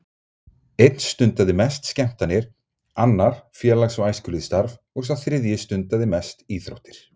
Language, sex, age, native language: Icelandic, male, 30-39, Icelandic